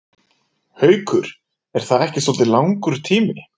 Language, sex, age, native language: Icelandic, female, 40-49, Icelandic